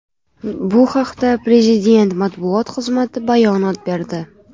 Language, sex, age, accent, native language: Uzbek, female, 18-24, Navoiy, Uzbek